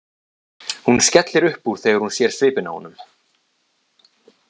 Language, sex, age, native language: Icelandic, male, 20-29, Icelandic